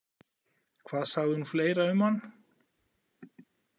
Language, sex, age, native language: Icelandic, male, 40-49, Icelandic